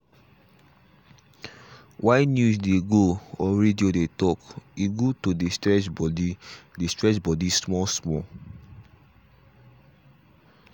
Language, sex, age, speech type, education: Nigerian Pidgin, male, 15-29, spontaneous, tertiary